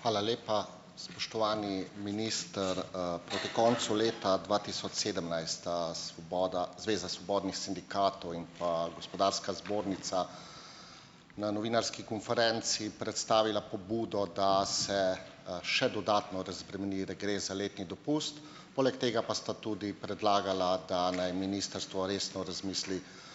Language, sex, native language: Slovenian, male, Slovenian